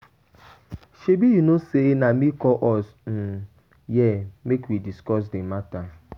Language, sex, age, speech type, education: Nigerian Pidgin, male, 15-29, spontaneous, tertiary